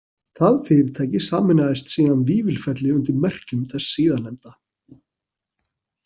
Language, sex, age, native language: Icelandic, male, 40-49, Icelandic